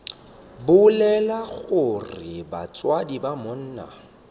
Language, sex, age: Northern Sotho, male, 25